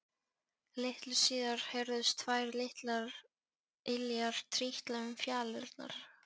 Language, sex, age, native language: Icelandic, female, 14, Polish